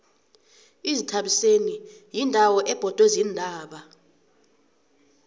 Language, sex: South Ndebele, female